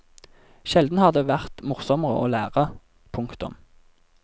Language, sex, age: Norwegian, male, 24